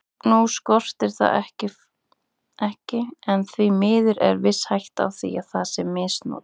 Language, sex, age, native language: Icelandic, female, 30-39, Icelandic